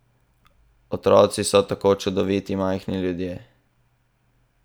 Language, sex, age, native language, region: Slovenian, male, 18-29, Slovenian, Southeast Slovenia